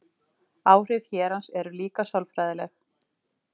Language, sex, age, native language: Icelandic, female, 40-49, Icelandic